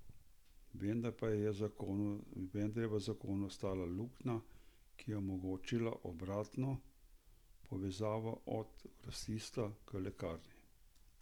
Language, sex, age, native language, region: Slovenian, male, 60+, Slovenian, Central Slovenia